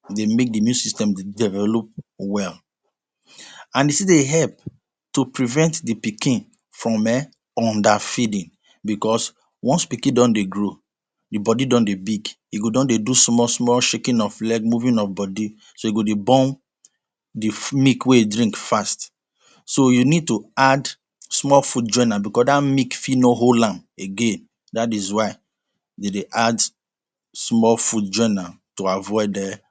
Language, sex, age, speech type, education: Nigerian Pidgin, male, 30-45, spontaneous, tertiary